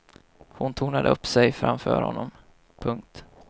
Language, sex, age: Swedish, male, 25